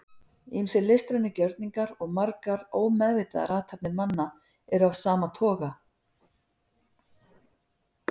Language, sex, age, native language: Icelandic, female, 50-59, Icelandic